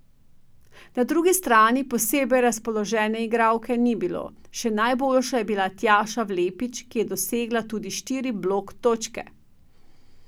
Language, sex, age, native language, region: Slovenian, female, 50-59, Slovenian, Drava region